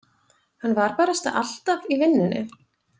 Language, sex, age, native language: Icelandic, female, 20-29, Icelandic